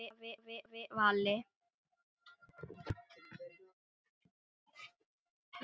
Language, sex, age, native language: Icelandic, male, 9, Icelandic